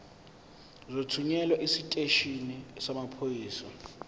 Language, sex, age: Zulu, male, 21